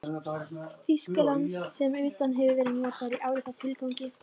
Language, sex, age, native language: Icelandic, female, 13, Icelandic